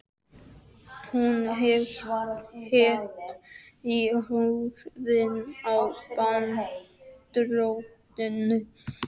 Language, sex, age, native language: Icelandic, male, 12, Icelandic